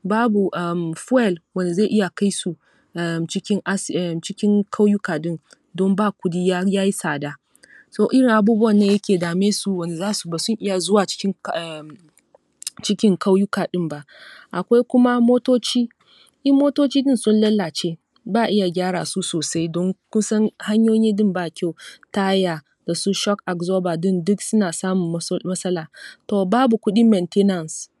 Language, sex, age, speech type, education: Hausa, female, 30-45, spontaneous, tertiary